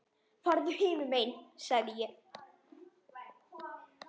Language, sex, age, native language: Icelandic, female, 10, Icelandic